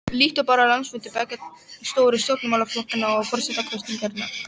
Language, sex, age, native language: Icelandic, female, 12, Icelandic